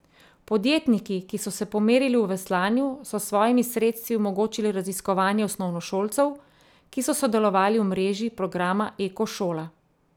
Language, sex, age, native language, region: Slovenian, female, 30-49, Slovenian, Central Slovenia